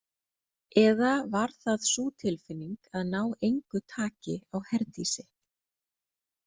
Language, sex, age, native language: Icelandic, female, 30-39, Icelandic